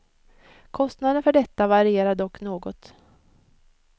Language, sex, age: Swedish, female, 56